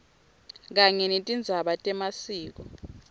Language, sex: Swati, female